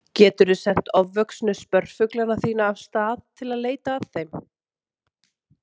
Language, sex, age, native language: Icelandic, female, 30-39, Icelandic